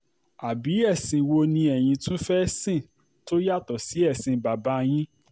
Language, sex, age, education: Yoruba, male, 30-45, tertiary